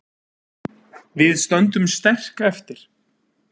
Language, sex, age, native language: Icelandic, male, 30-39, Icelandic